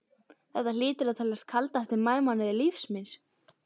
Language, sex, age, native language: Icelandic, female, 12, Icelandic